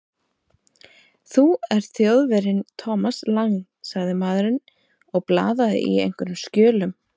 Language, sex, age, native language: Icelandic, female, 30-39, Icelandic